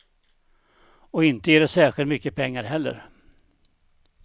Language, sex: Swedish, male